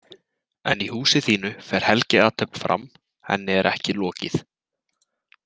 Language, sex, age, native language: Icelandic, male, 20-29, Icelandic